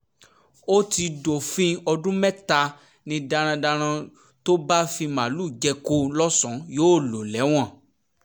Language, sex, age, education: Yoruba, male, 15-29, tertiary